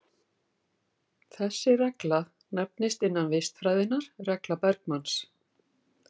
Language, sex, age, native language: Icelandic, female, 50-59, Icelandic